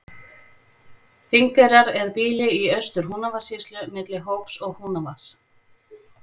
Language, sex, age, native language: Icelandic, female, 40-49, Icelandic